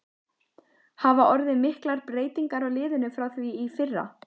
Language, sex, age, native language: Icelandic, female, 14, Icelandic